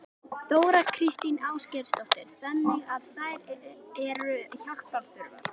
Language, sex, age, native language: Icelandic, female, 11, Icelandic